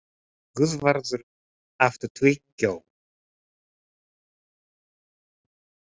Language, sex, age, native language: Icelandic, male, 30-39, Japanese